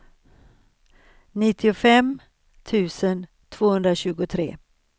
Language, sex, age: Swedish, female, 63